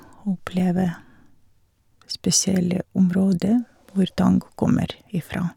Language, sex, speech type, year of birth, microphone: Norwegian, female, spontaneous, 1951, Shure